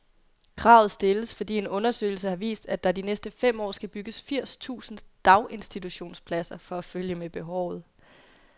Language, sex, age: Danish, female, 22